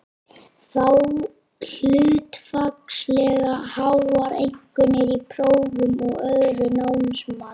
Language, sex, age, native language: Icelandic, female, 30-39, Icelandic